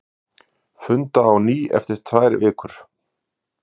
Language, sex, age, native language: Icelandic, male, 50-59, Icelandic